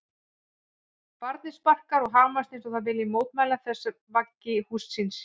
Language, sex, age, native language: Icelandic, female, 40-49, Icelandic